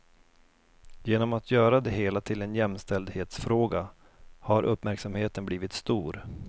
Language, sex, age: Swedish, male, 32